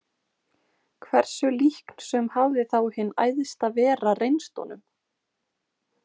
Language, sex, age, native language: Icelandic, female, 20-29, Icelandic